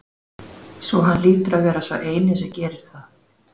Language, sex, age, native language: Icelandic, female, 40-49, Icelandic